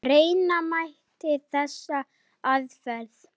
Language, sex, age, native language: Icelandic, male, 9, Icelandic